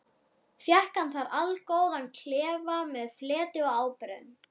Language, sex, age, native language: Icelandic, female, 12, Icelandic